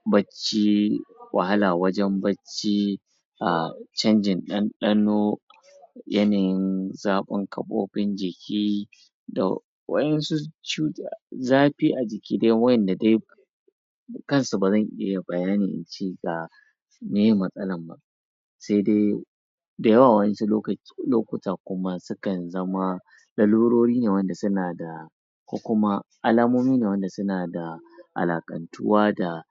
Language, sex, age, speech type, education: Hausa, male, 30-45, spontaneous, tertiary